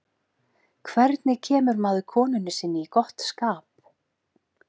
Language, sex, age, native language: Icelandic, female, 40-49, Icelandic